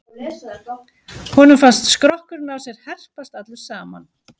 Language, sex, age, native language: Icelandic, female, 11, Icelandic